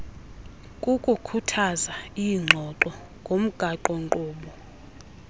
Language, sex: Xhosa, female